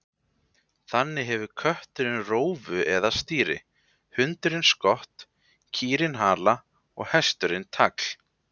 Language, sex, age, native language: Icelandic, male, 20-29, Icelandic